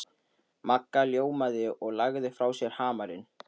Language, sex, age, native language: Icelandic, male, 13, Icelandic